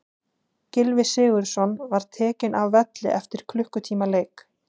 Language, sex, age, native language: Icelandic, female, 20-29, Icelandic